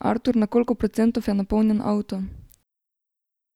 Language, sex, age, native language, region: Slovenian, female, 18-29, Slovenian, Drava region